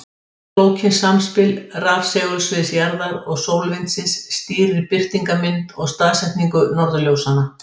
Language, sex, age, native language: Icelandic, female, 60-69, Icelandic